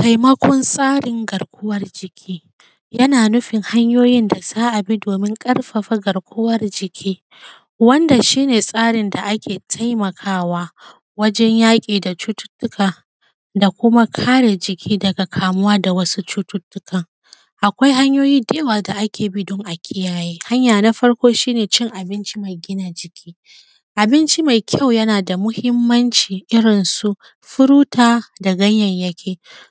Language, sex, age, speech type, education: Hausa, female, 15-29, spontaneous, secondary